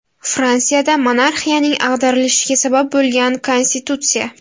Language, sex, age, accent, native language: Uzbek, female, 18-24, Buxoro, Uzbek